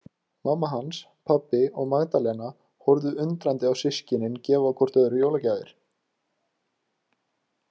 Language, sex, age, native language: Icelandic, male, 20-29, Icelandic